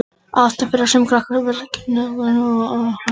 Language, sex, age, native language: Icelandic, female, 60-69, Icelandic